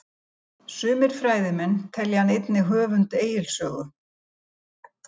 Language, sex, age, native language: Icelandic, female, 70-79, Icelandic